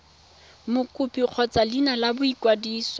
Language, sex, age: Tswana, female, 22